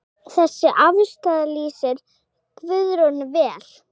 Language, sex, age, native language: Icelandic, female, 8, Icelandic